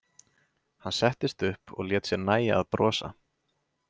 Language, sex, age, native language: Icelandic, male, 20-29, Icelandic